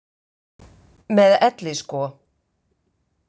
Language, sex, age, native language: Icelandic, female, 50-59, Icelandic